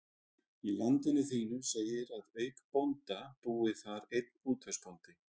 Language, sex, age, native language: Icelandic, male, 30-39, Icelandic